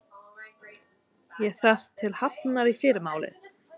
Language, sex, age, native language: Icelandic, female, 30-39, English